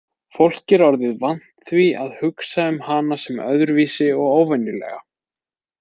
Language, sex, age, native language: Icelandic, male, 20-29, Icelandic